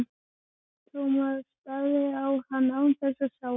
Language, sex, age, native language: Icelandic, female, 11, Icelandic